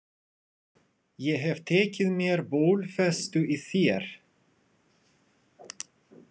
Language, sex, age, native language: Icelandic, male, 30-39, Russian